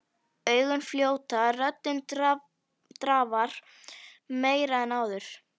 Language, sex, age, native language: Icelandic, female, 11, Icelandic